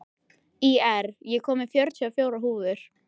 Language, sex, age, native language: Icelandic, female, 13, Icelandic